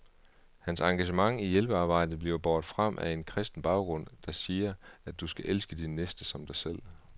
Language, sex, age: Danish, male, 38